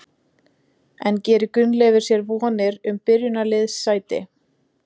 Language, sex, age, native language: Icelandic, female, 20-29, Icelandic